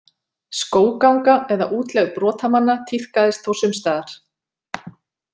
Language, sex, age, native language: Icelandic, female, 40-49, Icelandic